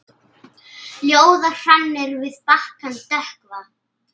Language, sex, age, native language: Icelandic, female, 8, Icelandic